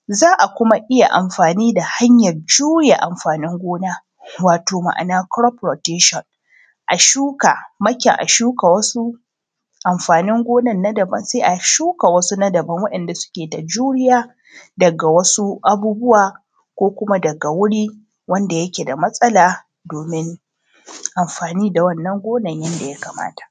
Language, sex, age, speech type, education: Hausa, female, 30-45, spontaneous, tertiary